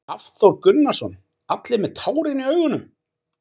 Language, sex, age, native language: Icelandic, male, 40-49, Icelandic